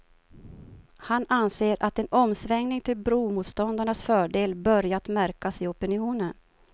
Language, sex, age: Swedish, female, 52